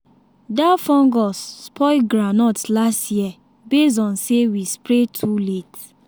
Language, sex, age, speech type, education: Nigerian Pidgin, female, 15-29, spontaneous, secondary